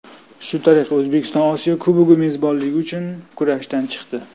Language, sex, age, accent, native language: Uzbek, male, 35+, Toshkent viloyati, Uzbek